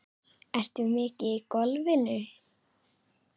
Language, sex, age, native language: Icelandic, female, 10, Icelandic